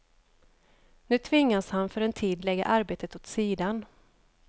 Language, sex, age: Swedish, female, 29